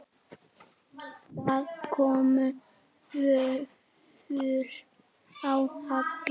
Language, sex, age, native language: Icelandic, male, 6, Icelandic